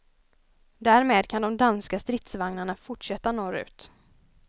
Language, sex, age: Swedish, female, 20